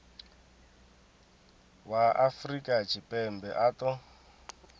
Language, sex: Venda, male